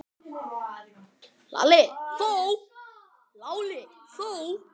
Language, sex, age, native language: Icelandic, male, 10, Icelandic